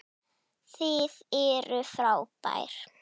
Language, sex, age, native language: Icelandic, female, 9, Icelandic